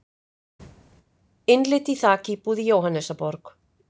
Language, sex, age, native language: Icelandic, female, 50-59, Icelandic